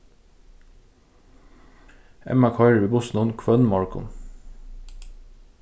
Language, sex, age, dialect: Faroese, male, 15-35, Suðurstreymoy